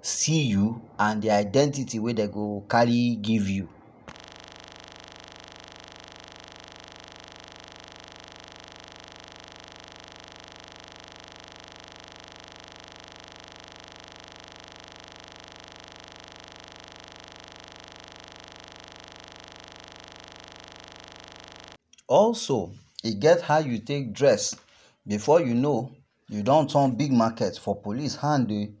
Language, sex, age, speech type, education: Nigerian Pidgin, male, 30-45, spontaneous, tertiary